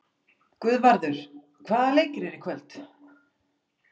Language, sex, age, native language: Icelandic, female, 40-49, Icelandic